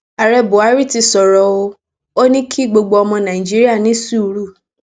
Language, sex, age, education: Yoruba, female, 15-29, tertiary